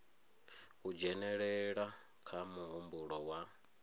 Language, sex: Venda, male